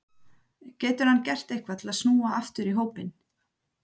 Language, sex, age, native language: Icelandic, female, 30-39, Icelandic